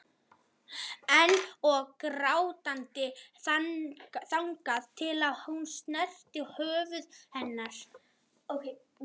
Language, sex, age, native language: Icelandic, male, 11, Icelandic